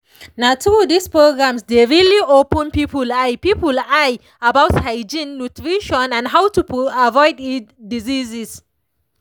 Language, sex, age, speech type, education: Nigerian Pidgin, female, 30-45, spontaneous, tertiary